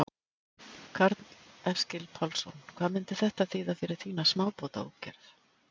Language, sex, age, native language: Icelandic, female, 50-59, Icelandic